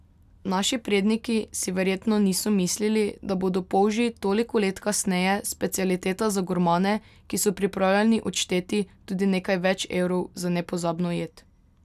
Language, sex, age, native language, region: Slovenian, female, 18-29, Slovenian, Drava region